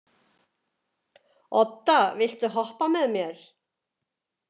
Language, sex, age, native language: Icelandic, female, 70-79, Icelandic